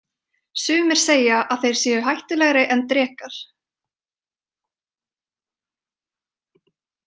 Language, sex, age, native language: Icelandic, female, 30-39, Icelandic